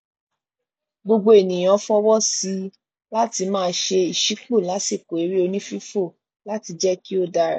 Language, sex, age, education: Yoruba, female, 15-29, tertiary